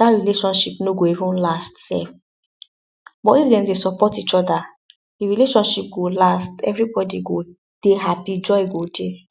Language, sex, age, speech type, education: Nigerian Pidgin, female, 60+, spontaneous, tertiary